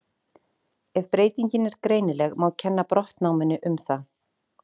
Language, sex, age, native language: Icelandic, female, 40-49, Icelandic